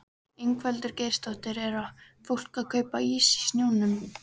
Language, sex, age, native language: Icelandic, female, 13, Icelandic